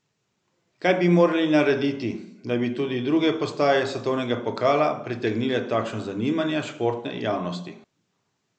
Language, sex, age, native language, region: Slovenian, male, 50-59, Slovenian, Central Slovenia